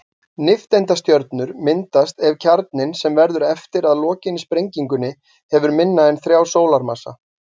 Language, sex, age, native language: Icelandic, male, 40-49, Icelandic